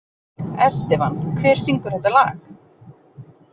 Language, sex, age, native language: Icelandic, female, 40-49, Icelandic